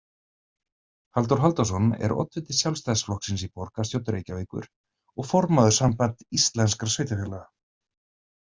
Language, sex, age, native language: Icelandic, male, 30-39, Icelandic